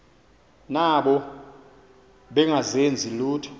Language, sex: Xhosa, male